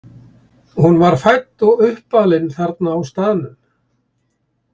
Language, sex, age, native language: Icelandic, male, 70-79, Icelandic